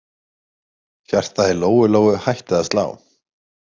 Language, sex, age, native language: Icelandic, male, 30-39, Icelandic